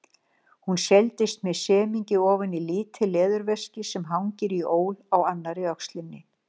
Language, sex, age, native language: Icelandic, female, 60-69, Icelandic